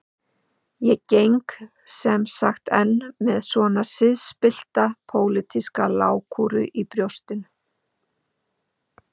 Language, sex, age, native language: Icelandic, female, 50-59, Icelandic